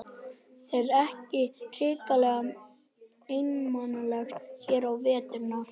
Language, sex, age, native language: Icelandic, male, 11, Icelandic